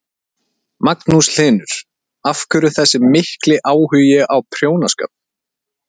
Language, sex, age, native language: Icelandic, male, 30-39, Icelandic